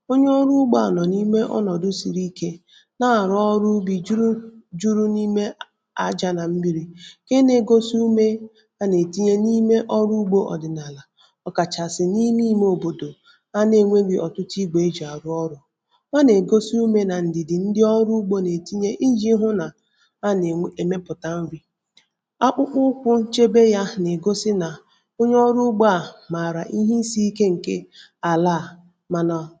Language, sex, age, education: Igbo, female, 15-29, tertiary